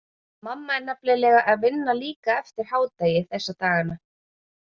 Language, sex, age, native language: Icelandic, female, 30-39, Icelandic